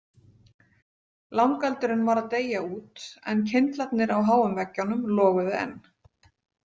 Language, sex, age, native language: Icelandic, female, 18-19, Icelandic